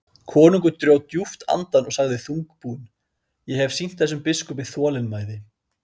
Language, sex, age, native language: Icelandic, male, 30-39, Icelandic